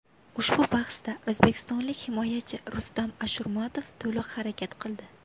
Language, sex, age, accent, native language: Uzbek, female, 19-29, Buxoro, Uzbek